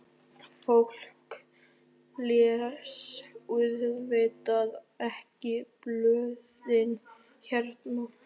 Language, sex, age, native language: Icelandic, male, 13, Icelandic